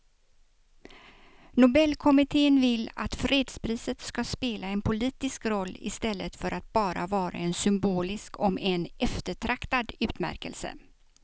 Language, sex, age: Swedish, female, 56